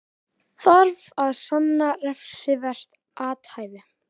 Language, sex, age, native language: Icelandic, male, 18-19, Icelandic